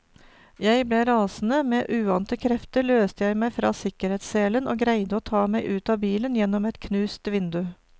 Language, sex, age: Norwegian, female, 49